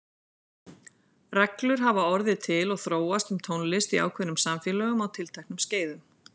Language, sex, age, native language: Icelandic, female, 40-49, Icelandic